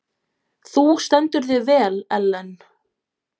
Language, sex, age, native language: Icelandic, female, 20-29, Polish